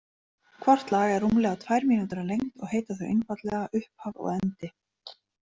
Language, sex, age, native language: Icelandic, female, 30-39, Icelandic